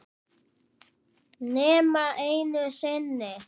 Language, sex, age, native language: Icelandic, male, 9, Icelandic